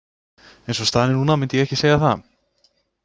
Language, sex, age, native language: Icelandic, male, 20-29, Icelandic